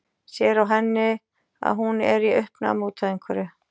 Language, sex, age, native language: Icelandic, female, 40-49, Icelandic